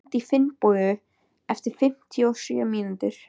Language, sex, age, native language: Icelandic, female, 13, Icelandic